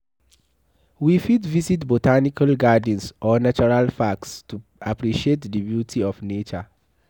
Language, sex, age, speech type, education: Nigerian Pidgin, male, 15-29, read, tertiary